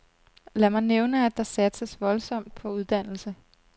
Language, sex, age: Danish, female, 32